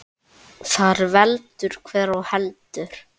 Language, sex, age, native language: Icelandic, male, 8, Icelandic